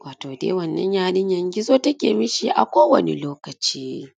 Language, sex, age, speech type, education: Hausa, female, 30-45, spontaneous, tertiary